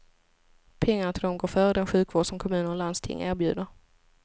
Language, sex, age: Swedish, female, 25